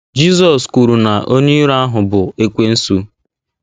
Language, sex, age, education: Igbo, male, 15-29, tertiary